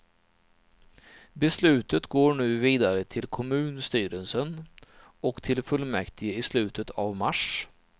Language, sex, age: Swedish, male, 39